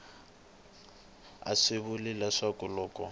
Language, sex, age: Tsonga, male, 22